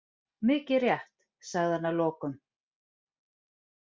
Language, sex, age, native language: Icelandic, female, 40-49, Icelandic